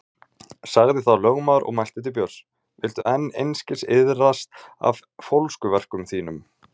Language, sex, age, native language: Icelandic, male, 40-49, Icelandic